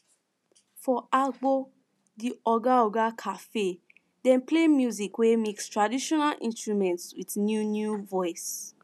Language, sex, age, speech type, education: Nigerian Pidgin, female, 15-29, spontaneous, secondary